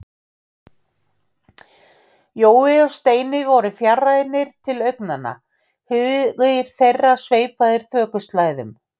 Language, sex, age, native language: Icelandic, female, 50-59, Icelandic